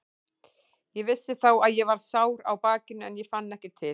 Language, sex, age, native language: Icelandic, female, 18-19, Icelandic